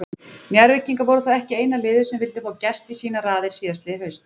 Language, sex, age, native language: Icelandic, female, 20-29, Icelandic